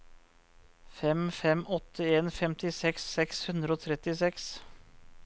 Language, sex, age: Norwegian, male, 34